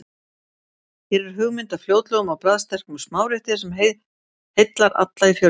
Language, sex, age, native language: Icelandic, female, 70-79, Icelandic